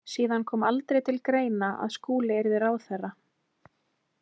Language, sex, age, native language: Icelandic, female, 20-29, Icelandic